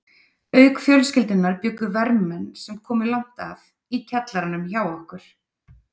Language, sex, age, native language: Icelandic, female, 30-39, Icelandic